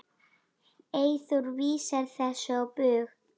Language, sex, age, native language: Icelandic, female, 9, Icelandic